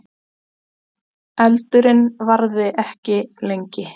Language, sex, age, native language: Icelandic, female, 20-29, Icelandic